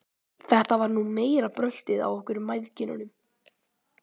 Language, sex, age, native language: Icelandic, male, 12, Icelandic